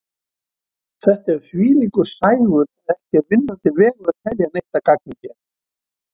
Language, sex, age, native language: Icelandic, male, 70-79, Icelandic